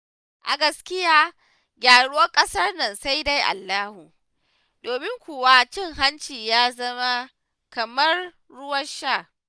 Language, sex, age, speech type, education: Hausa, female, 15-29, spontaneous, tertiary